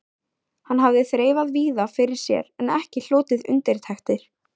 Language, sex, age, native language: Icelandic, female, 14, Icelandic